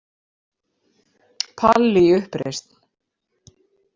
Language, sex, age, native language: Icelandic, female, 50-59, Icelandic